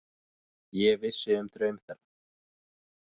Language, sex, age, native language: Icelandic, male, 20-29, Icelandic